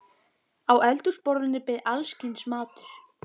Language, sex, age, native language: Icelandic, female, 15, Icelandic